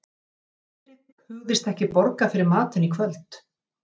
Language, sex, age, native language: Icelandic, female, 50-59, Icelandic